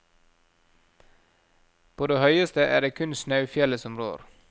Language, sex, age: Norwegian, male, 37